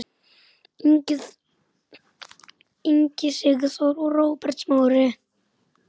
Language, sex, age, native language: Icelandic, male, 10, Icelandic